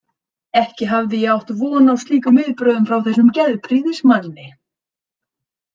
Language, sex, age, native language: Icelandic, female, 30-39, Icelandic